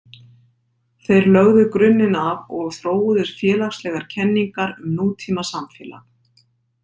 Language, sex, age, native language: Icelandic, female, 50-59, Icelandic